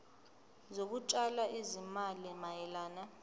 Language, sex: Zulu, female